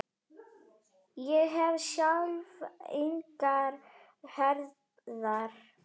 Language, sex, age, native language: Icelandic, female, 10, Icelandic